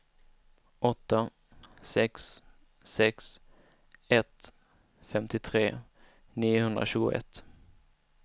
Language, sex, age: Swedish, male, 19